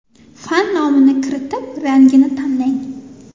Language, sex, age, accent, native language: Uzbek, female, 19-29, Toshkent shahri, Uzbek